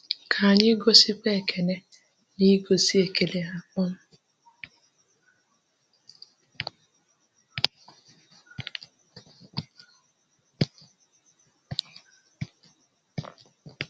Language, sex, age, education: Igbo, female, 15-29, tertiary